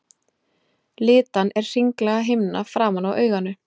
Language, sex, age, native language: Icelandic, female, 20-29, Icelandic